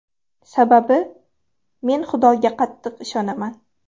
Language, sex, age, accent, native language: Uzbek, female, 12-17, Farg'ona, Uzbek